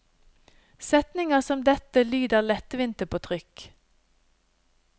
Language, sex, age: Norwegian, female, 50